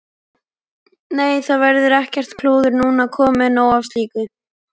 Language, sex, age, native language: Icelandic, male, 11, Icelandic